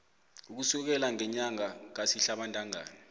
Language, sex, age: South Ndebele, male, 25